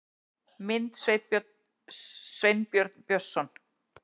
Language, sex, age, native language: Icelandic, female, 40-49, Icelandic